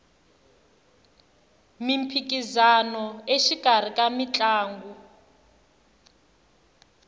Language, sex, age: Tsonga, female, 21